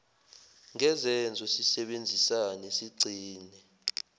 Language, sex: Zulu, male